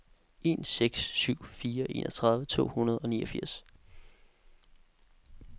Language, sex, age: Danish, male, 18